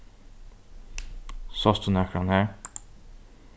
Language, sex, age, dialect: Faroese, male, 15-35, Norðurstreymoy/Eysturoy